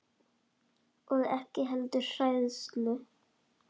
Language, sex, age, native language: Icelandic, female, 10, Icelandic